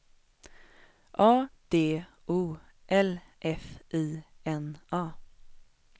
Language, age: Swedish, 21